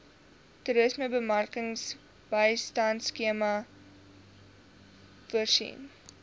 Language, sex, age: Afrikaans, female, 19